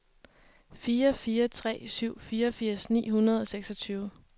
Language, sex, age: Danish, female, 23